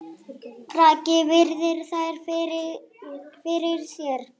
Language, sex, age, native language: Icelandic, female, 8, Icelandic